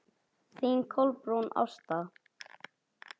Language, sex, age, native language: Icelandic, male, 9, Icelandic